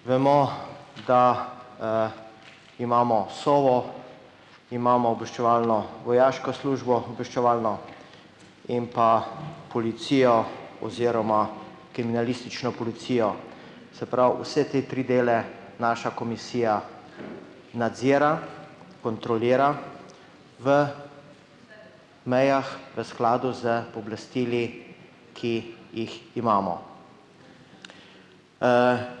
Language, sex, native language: Slovenian, male, Slovenian